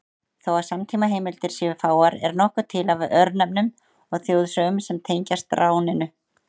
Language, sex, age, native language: Icelandic, female, 30-39, Icelandic